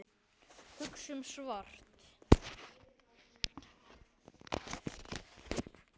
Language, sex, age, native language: Icelandic, male, 9, Icelandic